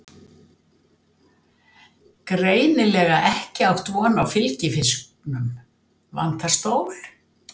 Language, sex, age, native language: Icelandic, female, 70-79, Icelandic